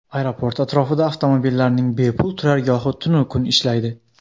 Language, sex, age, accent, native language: Uzbek, male, under 19, Xorazm, Uzbek